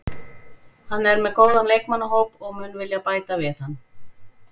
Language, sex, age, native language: Icelandic, female, 40-49, Icelandic